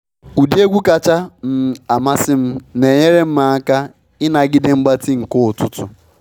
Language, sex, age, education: Igbo, male, 15-29, tertiary